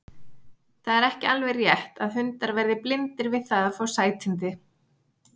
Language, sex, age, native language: Icelandic, female, 40-49, Icelandic